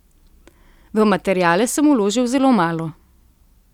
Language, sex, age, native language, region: Slovenian, female, 30-49, Slovenian, Central Slovenia